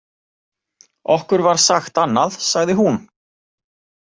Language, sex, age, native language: Icelandic, male, 40-49, Icelandic